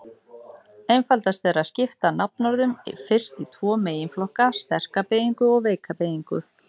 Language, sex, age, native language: Icelandic, female, 40-49, Icelandic